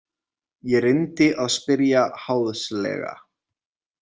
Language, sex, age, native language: Icelandic, male, 20-29, Icelandic